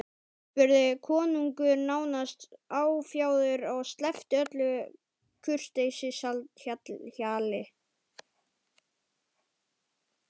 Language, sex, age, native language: Icelandic, male, 12, Icelandic